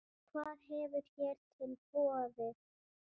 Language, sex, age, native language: Icelandic, female, 7, Icelandic